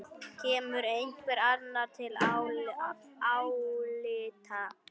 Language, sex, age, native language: Icelandic, female, 9, Icelandic